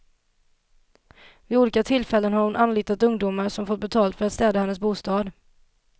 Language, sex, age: Swedish, female, 27